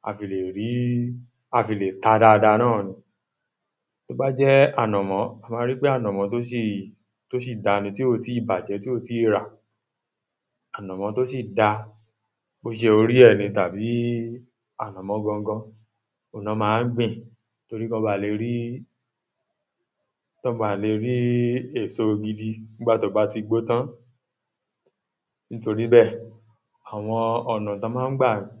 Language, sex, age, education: Yoruba, male, 30-45, tertiary